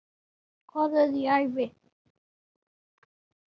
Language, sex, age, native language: Icelandic, male, 7, Icelandic